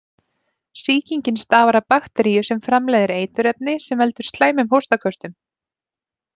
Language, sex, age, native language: Icelandic, female, 30-39, Icelandic